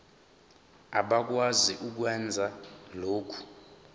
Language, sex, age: Zulu, male, 23